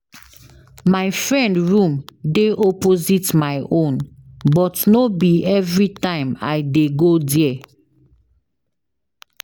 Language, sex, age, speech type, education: Nigerian Pidgin, female, 15-29, spontaneous, tertiary